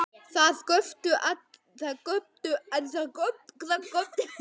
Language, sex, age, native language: Icelandic, male, 10, Icelandic